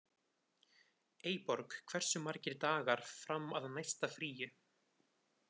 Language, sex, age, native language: Icelandic, male, 20-29, Icelandic